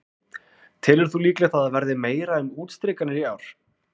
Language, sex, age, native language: Icelandic, male, 20-29, Icelandic